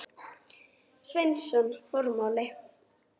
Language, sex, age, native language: Icelandic, female, 18-19, Icelandic